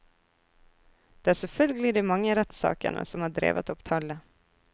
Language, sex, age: Norwegian, female, 24